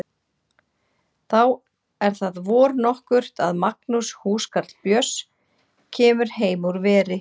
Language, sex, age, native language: Icelandic, female, 40-49, Icelandic